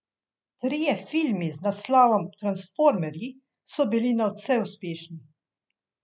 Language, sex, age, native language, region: Slovenian, female, 50-59, Slovenian, Central Slovenia